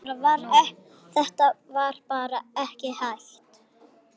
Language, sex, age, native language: Icelandic, male, 8, Icelandic